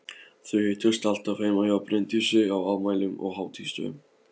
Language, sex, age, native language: Icelandic, male, 15, Polish